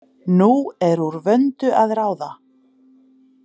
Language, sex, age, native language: Icelandic, female, 40-49, Icelandic